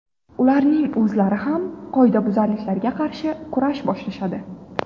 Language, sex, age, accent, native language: Uzbek, female, 18-24, Navoiy, Uzbek